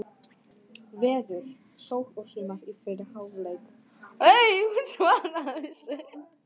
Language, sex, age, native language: Icelandic, female, 15, Icelandic